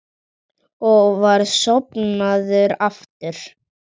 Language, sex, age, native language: Icelandic, male, 40-49, Icelandic